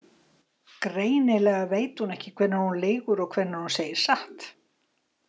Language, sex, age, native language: Icelandic, female, 60-69, Icelandic